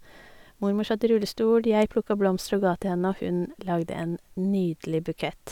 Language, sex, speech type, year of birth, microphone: Norwegian, female, spontaneous, 1972, Sennheiser